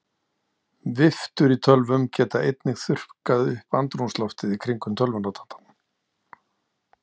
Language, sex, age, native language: Icelandic, male, 60-69, Icelandic